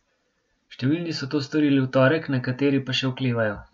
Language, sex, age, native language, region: Slovenian, male, 18-29, Slovenian, Gorenjska region